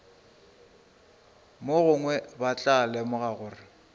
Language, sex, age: Northern Sotho, female, 26